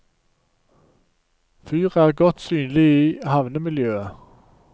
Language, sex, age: Norwegian, male, 47